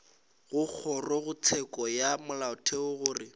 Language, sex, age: Northern Sotho, male, 18